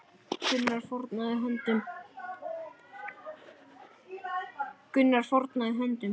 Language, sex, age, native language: Icelandic, male, 9, Icelandic